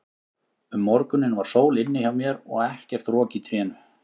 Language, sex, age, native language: Icelandic, male, 30-39, Icelandic